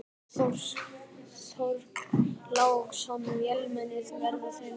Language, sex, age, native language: Icelandic, male, 12, Icelandic